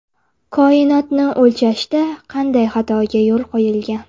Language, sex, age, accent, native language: Uzbek, female, 18-24, Navoiy, Uzbek